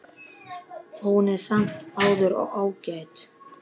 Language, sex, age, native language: Icelandic, male, 11, Icelandic